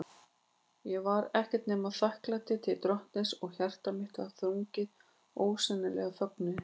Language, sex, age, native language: Icelandic, female, 40-49, Icelandic